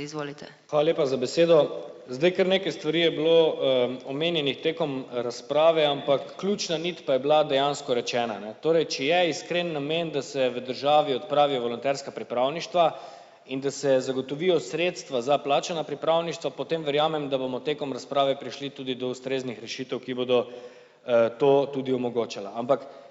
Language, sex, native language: Slovenian, male, Slovenian